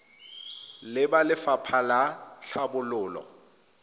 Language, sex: Tswana, male